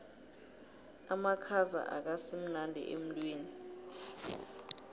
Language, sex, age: South Ndebele, female, 23